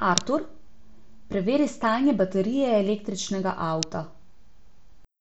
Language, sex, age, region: Slovenian, female, 18-29, Abroad